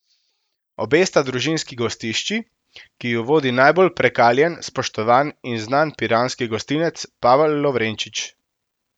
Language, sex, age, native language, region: Slovenian, male, 18-29, Slovenian, Central Slovenia